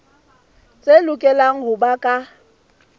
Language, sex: Southern Sotho, female